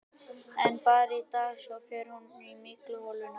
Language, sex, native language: Icelandic, male, Icelandic